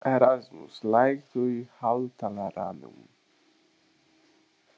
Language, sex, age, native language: Icelandic, male, 20-29, Icelandic